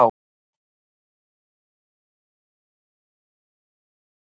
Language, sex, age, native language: Icelandic, male, 13, Icelandic